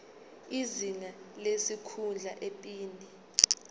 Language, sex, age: Zulu, female, 19